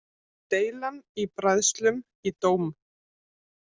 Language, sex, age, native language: Icelandic, female, 30-39, Icelandic